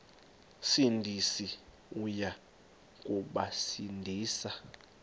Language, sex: Xhosa, male